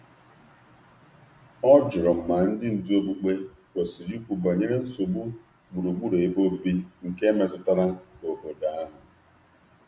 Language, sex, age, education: Igbo, male, 30-45, tertiary